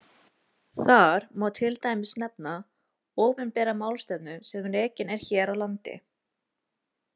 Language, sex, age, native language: Icelandic, female, 20-29, Icelandic